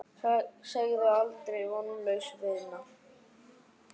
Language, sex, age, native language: Icelandic, male, 8, Icelandic